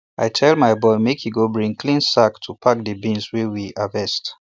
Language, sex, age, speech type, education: Nigerian Pidgin, male, 30-45, spontaneous, tertiary